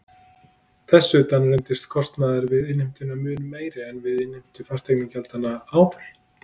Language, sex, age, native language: Icelandic, male, 30-39, Icelandic